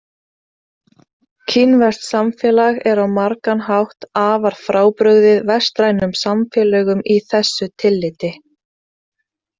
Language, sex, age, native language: Icelandic, female, 30-39, Icelandic